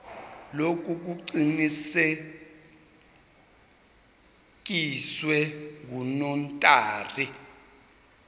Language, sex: Zulu, male